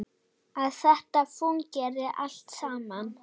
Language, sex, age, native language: Icelandic, female, 9, Icelandic